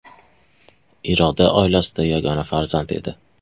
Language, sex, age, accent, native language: Uzbek, male, 25-34, Toshkent shahri, Uzbek